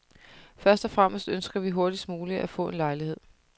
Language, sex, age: Danish, female, 30